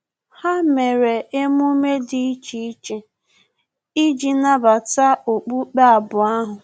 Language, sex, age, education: Igbo, female, 15-29, tertiary